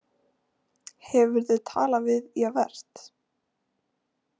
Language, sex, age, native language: Icelandic, female, 18-19, Icelandic